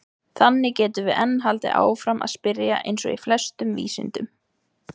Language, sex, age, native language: Icelandic, female, 20-29, Icelandic